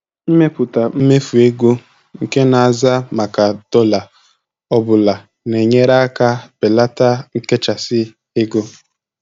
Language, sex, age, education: Igbo, male, 15-29, tertiary